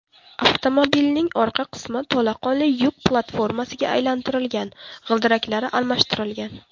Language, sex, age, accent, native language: Uzbek, female, 18-24, Toshkent shahri, Uzbek